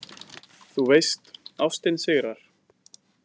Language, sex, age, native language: Icelandic, male, 20-29, Icelandic